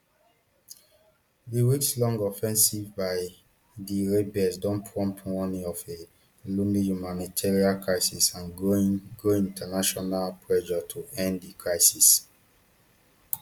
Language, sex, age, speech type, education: Nigerian Pidgin, male, 30-45, spontaneous, tertiary